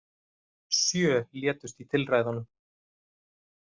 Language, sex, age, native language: Icelandic, male, 30-39, Icelandic